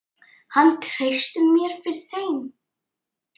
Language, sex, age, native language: Icelandic, male, 9, Icelandic